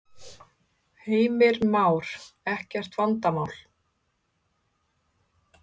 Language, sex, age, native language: Icelandic, female, 30-39, Icelandic